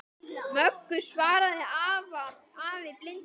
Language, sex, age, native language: Icelandic, male, 10, Icelandic